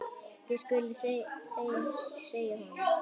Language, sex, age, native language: Icelandic, male, 10, Icelandic